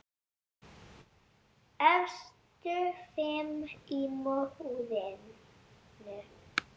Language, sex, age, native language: Icelandic, female, 7, Icelandic